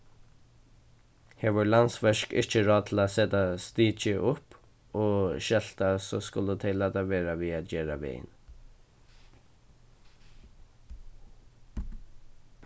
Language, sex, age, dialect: Faroese, male, 15-35, Suðurstreymoy